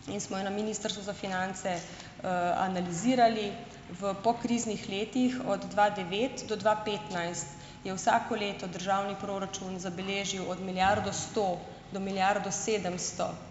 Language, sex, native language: Slovenian, female, Slovenian